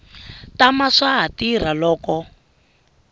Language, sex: Tsonga, female